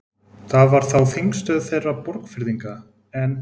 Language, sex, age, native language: Icelandic, male, 20-29, Icelandic